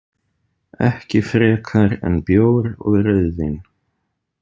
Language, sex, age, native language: Icelandic, male, 30-39, Icelandic